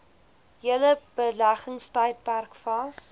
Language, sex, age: Afrikaans, female, 21